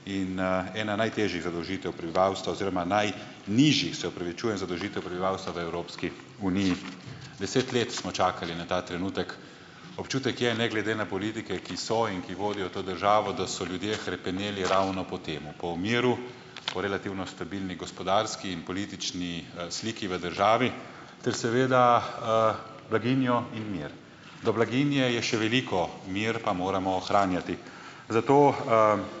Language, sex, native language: Slovenian, male, Slovenian